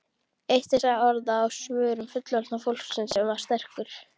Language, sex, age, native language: Icelandic, female, 12, Icelandic